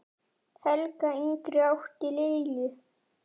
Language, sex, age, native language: Icelandic, male, 9, Icelandic